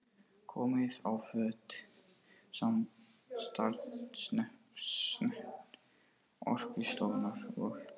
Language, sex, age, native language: Icelandic, male, 18-19, Portuguese